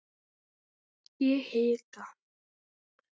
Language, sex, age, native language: Icelandic, female, 9, Icelandic